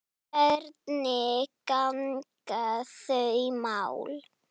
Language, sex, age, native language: Icelandic, female, 9, Icelandic